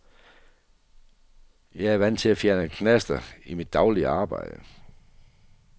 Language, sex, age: Danish, male, 48